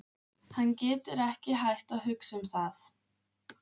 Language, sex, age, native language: Icelandic, female, 15, Icelandic